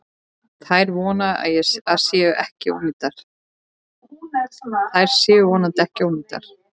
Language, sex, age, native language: Icelandic, male, 10, Icelandic